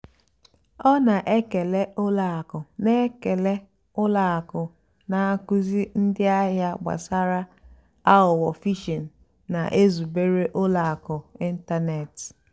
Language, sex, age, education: Igbo, female, 15-29, tertiary